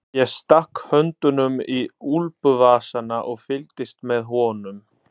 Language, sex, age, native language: Icelandic, male, 30-39, Italian